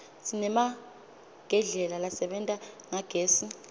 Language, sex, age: Swati, female, 25